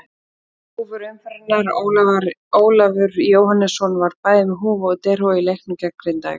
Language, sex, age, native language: Icelandic, female, 30-39, Icelandic